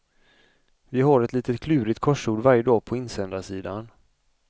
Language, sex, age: Swedish, male, 35